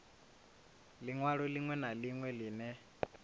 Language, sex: Venda, male